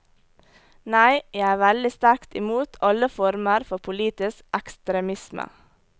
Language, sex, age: Norwegian, female, 18